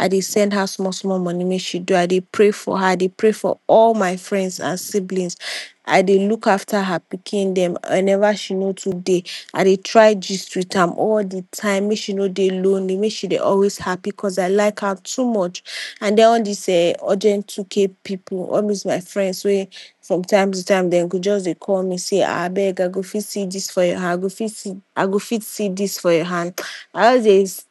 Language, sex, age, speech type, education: Nigerian Pidgin, female, 46-60, spontaneous, tertiary